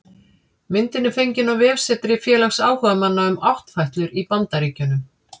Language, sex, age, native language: Icelandic, female, 50-59, Icelandic